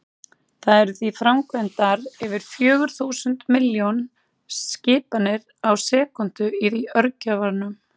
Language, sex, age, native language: Icelandic, female, 30-39, Icelandic